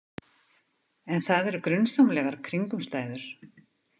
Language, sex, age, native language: Icelandic, female, 50-59, Icelandic